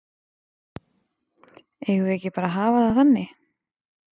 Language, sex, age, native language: Icelandic, female, 20-29, Icelandic